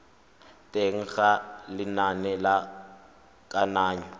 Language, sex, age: Tswana, male, 25